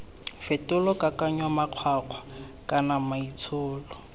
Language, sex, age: Tswana, male, 18